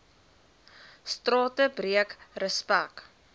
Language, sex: Afrikaans, female